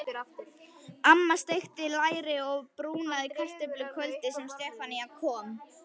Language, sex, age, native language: Icelandic, female, 11, Icelandic